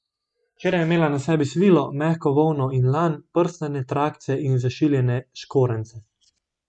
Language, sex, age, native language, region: Slovenian, male, 18-29, Slovenian, Gorenjska region